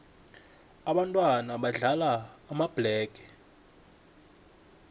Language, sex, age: South Ndebele, male, 21